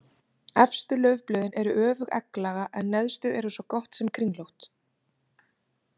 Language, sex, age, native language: Icelandic, female, 30-39, Icelandic